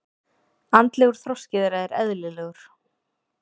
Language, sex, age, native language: Icelandic, female, 30-39, Icelandic